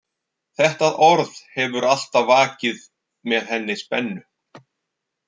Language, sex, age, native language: Icelandic, male, 40-49, Icelandic